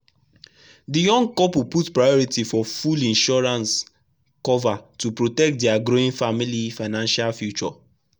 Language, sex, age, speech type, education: Nigerian Pidgin, male, 15-29, spontaneous, tertiary